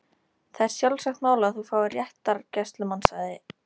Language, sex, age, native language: Icelandic, female, 13, Icelandic